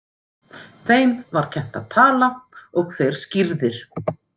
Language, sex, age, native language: Icelandic, female, 50-59, Icelandic